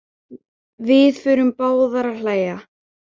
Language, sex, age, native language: Icelandic, female, 18-19, Icelandic